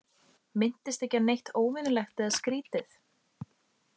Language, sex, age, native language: Icelandic, female, 18-19, Icelandic